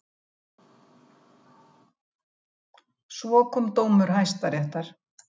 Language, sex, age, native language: Icelandic, female, 70-79, Icelandic